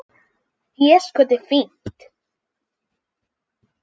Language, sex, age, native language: Icelandic, female, 10, Icelandic